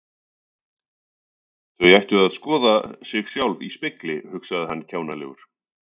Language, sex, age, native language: Icelandic, male, 40-49, Icelandic